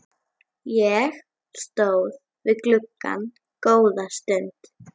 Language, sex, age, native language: Icelandic, female, 11, Icelandic